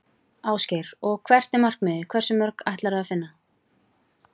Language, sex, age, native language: Icelandic, female, 40-49, Icelandic